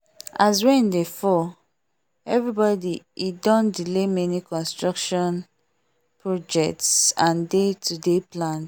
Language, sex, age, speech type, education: Nigerian Pidgin, female, 15-29, spontaneous, tertiary